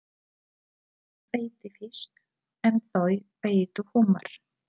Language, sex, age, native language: Icelandic, female, 30-39, Polish